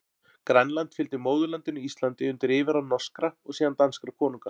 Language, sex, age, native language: Icelandic, male, 40-49, Icelandic